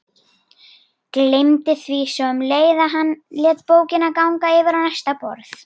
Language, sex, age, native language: Icelandic, female, 40-49, Icelandic